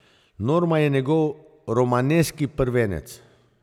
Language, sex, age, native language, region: Slovenian, male, 50-59, Slovenian, Zasavska region